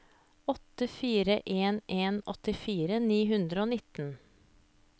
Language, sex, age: Norwegian, female, 30